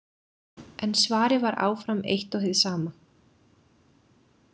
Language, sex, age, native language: Icelandic, female, 30-39, Icelandic